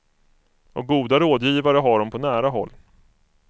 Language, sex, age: Swedish, male, 25